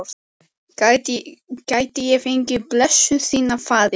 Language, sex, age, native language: Icelandic, female, 14, Icelandic